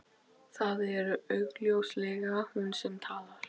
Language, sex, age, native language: Icelandic, female, 12, Icelandic